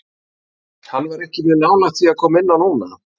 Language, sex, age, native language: Icelandic, male, 30-39, Icelandic